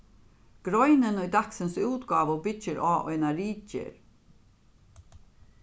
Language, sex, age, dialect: Faroese, female, 36-60, Norðurstreymoy/Eysturoy